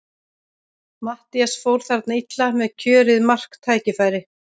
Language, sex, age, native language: Icelandic, female, 30-39, Icelandic